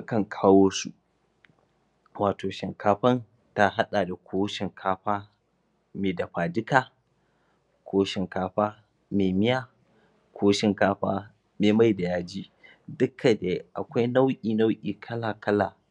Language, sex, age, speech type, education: Hausa, male, 30-45, spontaneous, tertiary